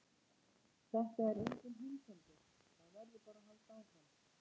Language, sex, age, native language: Icelandic, female, 40-49, Icelandic